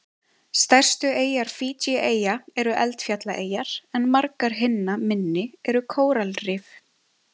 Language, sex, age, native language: Icelandic, female, 20-29, Icelandic